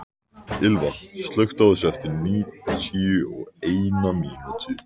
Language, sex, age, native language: Icelandic, male, 14, Icelandic